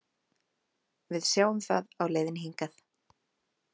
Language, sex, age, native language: Icelandic, female, 30-39, Icelandic